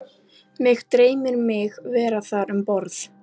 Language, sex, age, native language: Icelandic, female, 11, Icelandic